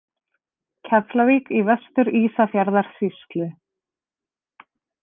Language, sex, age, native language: Icelandic, female, 30-39, Icelandic